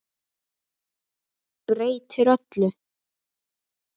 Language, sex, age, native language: Icelandic, male, 8, Icelandic